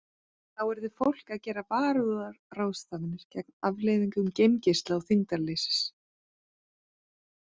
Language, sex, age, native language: Icelandic, female, 40-49, Icelandic